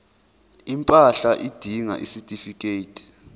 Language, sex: Zulu, male